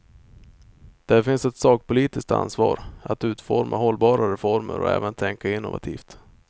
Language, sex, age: Swedish, male, 25